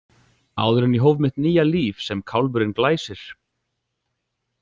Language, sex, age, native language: Icelandic, male, 40-49, Icelandic